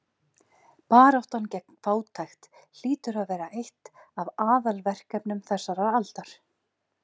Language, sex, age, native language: Icelandic, female, 40-49, Icelandic